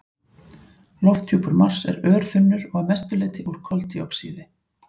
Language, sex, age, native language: Icelandic, female, 40-49, Icelandic